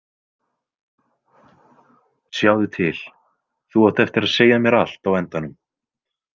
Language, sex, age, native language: Icelandic, male, 20-29, Icelandic